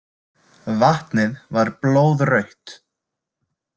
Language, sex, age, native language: Icelandic, male, 20-29, Icelandic